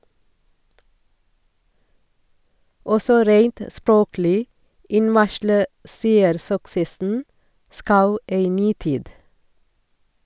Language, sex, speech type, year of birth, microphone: Norwegian, female, read, 1969, Sennheiser